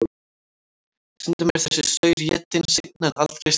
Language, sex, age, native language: Icelandic, female, 18-19, Icelandic